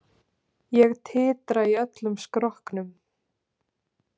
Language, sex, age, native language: Icelandic, female, 20-29, Icelandic